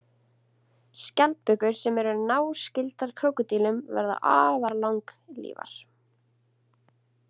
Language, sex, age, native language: Icelandic, female, 20-29, Icelandic